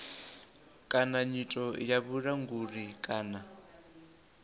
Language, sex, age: Venda, male, 24